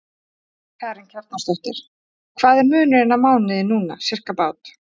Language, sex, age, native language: Icelandic, female, 30-39, Icelandic